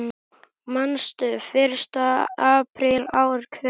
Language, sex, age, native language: Icelandic, male, 10, Icelandic